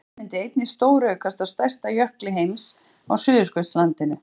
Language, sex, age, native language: Icelandic, female, 40-49, Icelandic